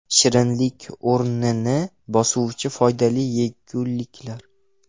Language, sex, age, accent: Uzbek, male, 12-17, Toshkent viloyati